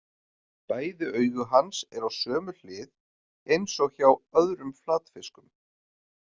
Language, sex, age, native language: Icelandic, male, 40-49, Icelandic